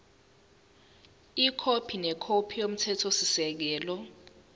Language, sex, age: Zulu, female, 19